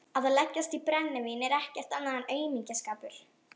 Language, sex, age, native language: Icelandic, female, 11, Icelandic